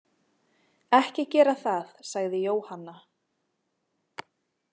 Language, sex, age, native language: Icelandic, female, 20-29, Icelandic